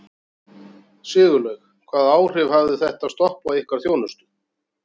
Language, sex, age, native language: Icelandic, male, 40-49, Icelandic